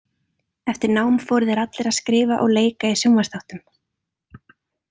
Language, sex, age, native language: Icelandic, female, 30-39, Icelandic